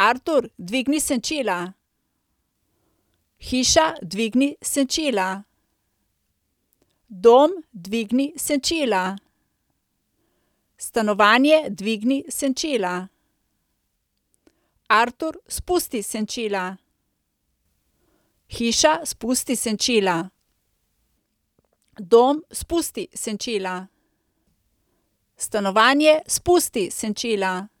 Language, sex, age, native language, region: Slovenian, female, 30-49, Slovenian, Coastal Karst region